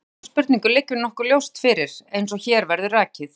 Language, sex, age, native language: Icelandic, female, 40-49, Icelandic